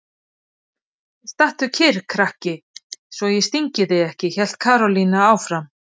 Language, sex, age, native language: Icelandic, female, 50-59, Icelandic